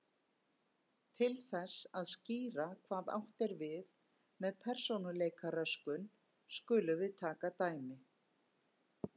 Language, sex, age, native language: Icelandic, female, 50-59, Icelandic